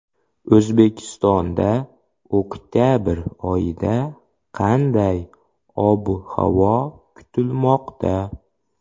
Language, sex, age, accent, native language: Uzbek, male, 25-34, Xorazm, Uzbek